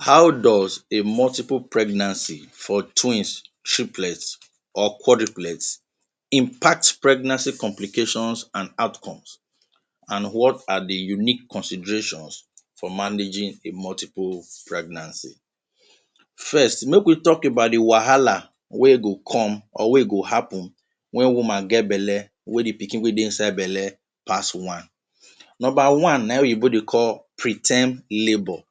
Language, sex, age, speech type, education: Nigerian Pidgin, male, 30-45, spontaneous, tertiary